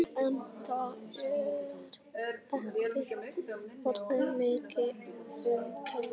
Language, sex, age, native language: Icelandic, male, 11, Icelandic